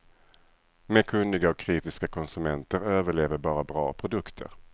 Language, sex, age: Swedish, male, 37